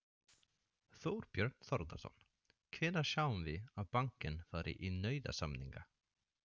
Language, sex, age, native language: Icelandic, male, 30-39, Swedish